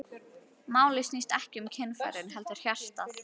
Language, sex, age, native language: Icelandic, female, 11, Icelandic